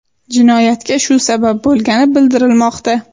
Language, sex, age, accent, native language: Uzbek, female, 18-24, Sirdaryo, Uzbek